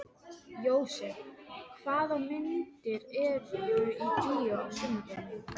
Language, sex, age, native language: Icelandic, female, 12, Icelandic